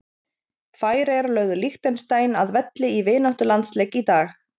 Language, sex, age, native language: Icelandic, female, 30-39, Icelandic